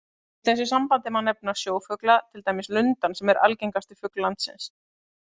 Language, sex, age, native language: Icelandic, female, 30-39, Icelandic